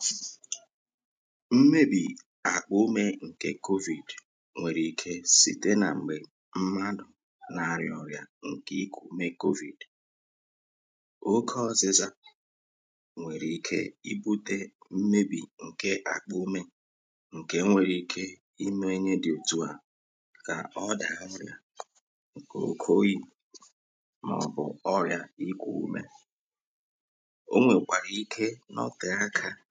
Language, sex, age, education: Igbo, male, 46-60, tertiary